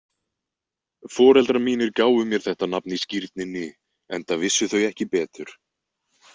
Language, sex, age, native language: Icelandic, male, 20-29, Icelandic